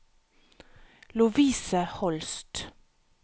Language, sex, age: Norwegian, female, 37